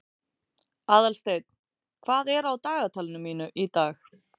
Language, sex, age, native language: Icelandic, female, 40-49, Icelandic